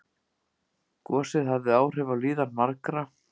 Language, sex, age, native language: Icelandic, female, 50-59, Icelandic